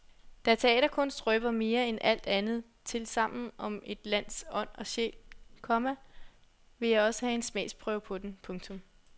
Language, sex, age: Danish, female, 21